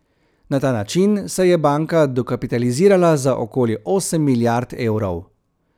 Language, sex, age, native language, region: Slovenian, male, 30-49, Slovenian, Central Slovenia